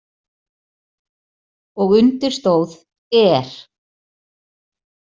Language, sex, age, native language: Icelandic, female, 40-49, Icelandic